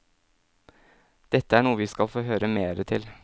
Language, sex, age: Norwegian, male, 27